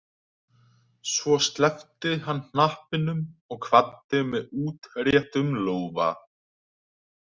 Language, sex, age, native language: Icelandic, male, 20-29, Icelandic